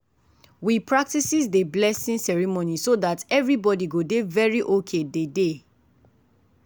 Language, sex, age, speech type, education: Nigerian Pidgin, female, 15-29, spontaneous, tertiary